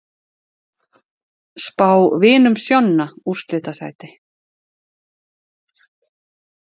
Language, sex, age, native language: Icelandic, female, 40-49, Icelandic